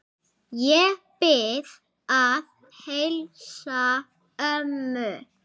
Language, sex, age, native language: Icelandic, male, 8, Icelandic